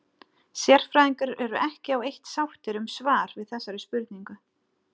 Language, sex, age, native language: Icelandic, female, 30-39, Icelandic